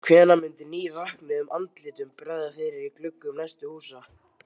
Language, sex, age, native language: Icelandic, male, 12, Icelandic